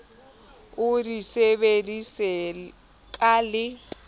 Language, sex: Southern Sotho, female